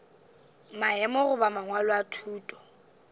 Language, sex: Northern Sotho, female